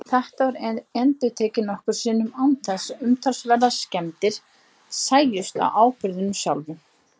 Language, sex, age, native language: Icelandic, female, 20-29, Icelandic